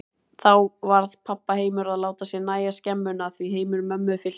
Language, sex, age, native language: Icelandic, female, 30-39, Icelandic